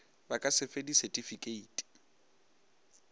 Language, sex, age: Northern Sotho, male, 22